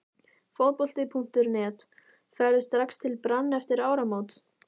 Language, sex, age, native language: Icelandic, female, 14, Icelandic